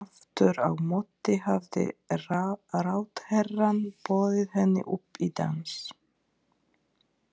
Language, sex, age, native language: Icelandic, female, 30-39, Polish